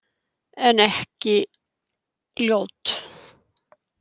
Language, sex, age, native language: Icelandic, female, 70-79, Icelandic